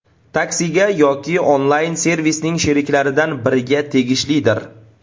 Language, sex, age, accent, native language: Uzbek, male, 25-34, Namangan, Uzbek